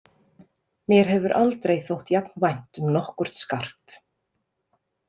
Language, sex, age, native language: Icelandic, female, 30-39, Icelandic